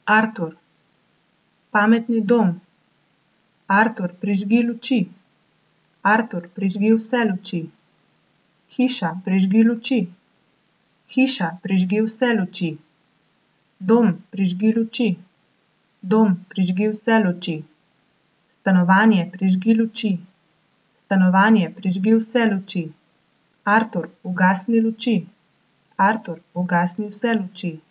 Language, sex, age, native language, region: Slovenian, female, 18-29, Slovenian, Coastal Karst region